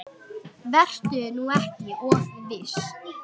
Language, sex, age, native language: Icelandic, male, 8, Icelandic